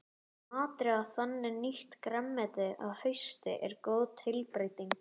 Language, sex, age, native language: Icelandic, male, 11, Icelandic